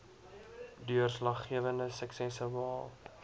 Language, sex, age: Afrikaans, male, 22